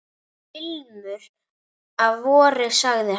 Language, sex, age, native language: Icelandic, female, 9, Icelandic